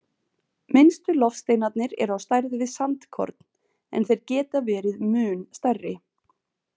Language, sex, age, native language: Icelandic, female, 20-29, Icelandic